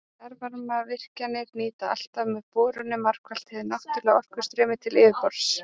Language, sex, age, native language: Icelandic, female, 30-39, Icelandic